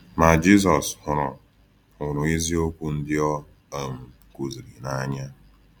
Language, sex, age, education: Igbo, male, 15-29, tertiary